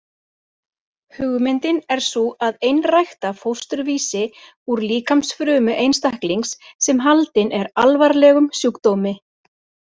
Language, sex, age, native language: Icelandic, female, 40-49, Icelandic